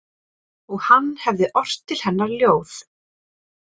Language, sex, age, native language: Icelandic, female, 30-39, Icelandic